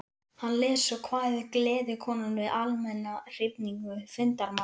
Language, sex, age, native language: Icelandic, male, 11, Icelandic